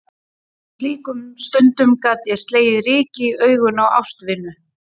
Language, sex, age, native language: Icelandic, female, 30-39, Icelandic